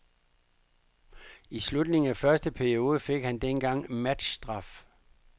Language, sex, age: Danish, male, 59